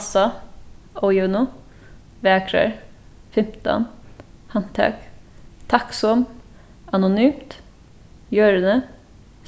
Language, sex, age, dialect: Faroese, female, 15-35, Suðurstreymoy